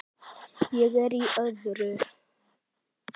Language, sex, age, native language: Icelandic, male, 10, Icelandic